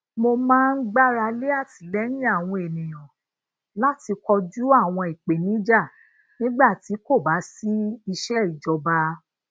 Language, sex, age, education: Yoruba, female, 30-45, tertiary